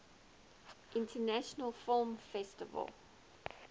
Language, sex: English, female